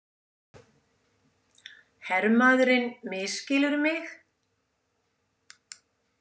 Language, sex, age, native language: Icelandic, female, 70-79, Icelandic